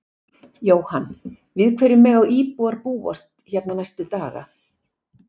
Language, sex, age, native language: Icelandic, female, 60-69, Icelandic